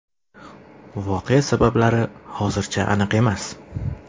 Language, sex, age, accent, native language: Uzbek, male, 25-34, Toshkent shahri, Uzbek